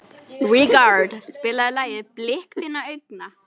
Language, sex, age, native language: Icelandic, female, 13, Icelandic